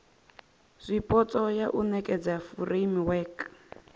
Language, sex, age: Venda, female, 24